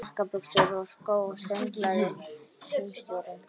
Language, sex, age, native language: Icelandic, male, 12, Icelandic